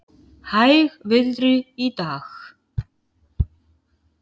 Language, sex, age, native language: Icelandic, female, 50-59, Icelandic